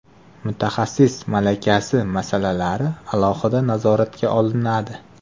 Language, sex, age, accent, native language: Uzbek, male, 18-24, Surxondaryo, Uzbek